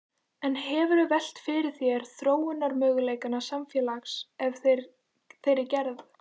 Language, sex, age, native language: Icelandic, female, 14, Icelandic